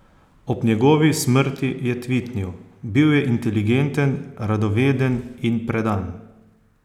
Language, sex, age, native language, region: Slovenian, male, 30-49, Slovenian, Posavska region